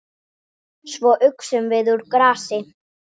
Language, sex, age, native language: Icelandic, female, 8, Icelandic